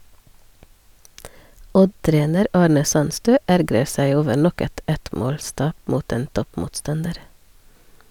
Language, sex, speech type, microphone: Norwegian, female, read, Sennheiser